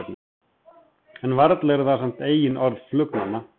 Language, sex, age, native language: Icelandic, male, 30-39, Icelandic